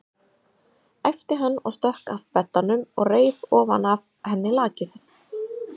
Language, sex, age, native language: Icelandic, female, 30-39, Icelandic